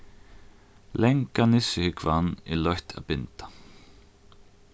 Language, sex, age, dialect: Faroese, male, 15-35, Norðuroyggjar